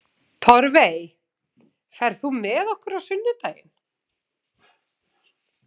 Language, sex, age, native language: Icelandic, female, 40-49, Icelandic